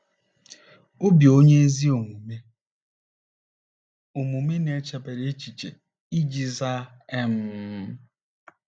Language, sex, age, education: Igbo, male, 30-45, tertiary